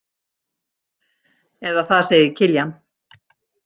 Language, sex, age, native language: Icelandic, female, 60-69, Icelandic